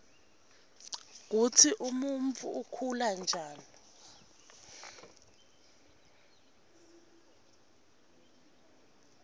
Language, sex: Swati, female